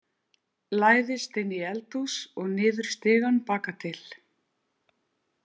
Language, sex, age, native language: Icelandic, female, 50-59, Icelandic